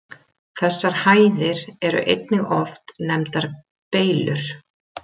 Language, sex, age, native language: Icelandic, female, 30-39, Icelandic